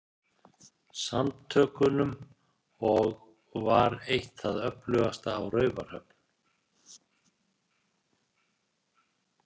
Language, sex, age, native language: Icelandic, male, 60-69, Icelandic